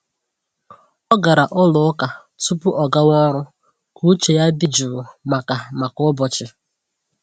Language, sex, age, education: Igbo, female, 15-29, tertiary